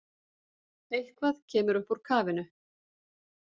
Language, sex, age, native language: Icelandic, female, 40-49, Icelandic